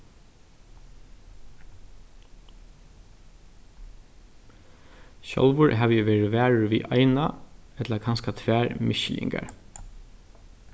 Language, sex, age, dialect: Faroese, male, 36-60, Norðurstreymoy/Eysturoy